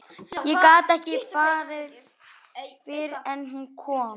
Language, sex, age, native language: Icelandic, female, 11, Icelandic